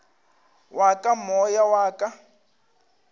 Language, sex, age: Northern Sotho, male, 25